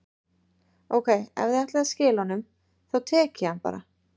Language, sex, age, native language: Icelandic, female, 30-39, Icelandic